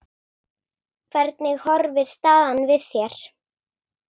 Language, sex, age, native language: Icelandic, female, 8, Icelandic